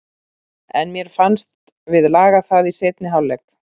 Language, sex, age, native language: Icelandic, female, 40-49, Icelandic